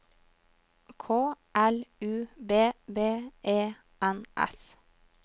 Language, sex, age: Norwegian, female, 21